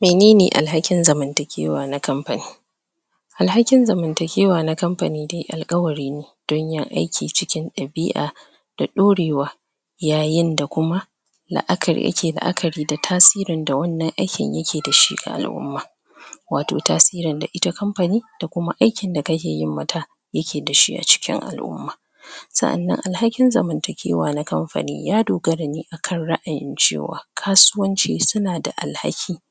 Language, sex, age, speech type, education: Hausa, female, 30-45, spontaneous, tertiary